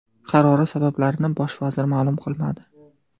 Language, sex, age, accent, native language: Uzbek, male, 12-17, Farg'ona, Uzbek